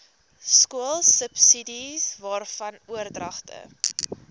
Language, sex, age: Afrikaans, female, 18